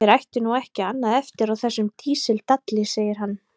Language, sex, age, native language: Icelandic, female, 30-39, Icelandic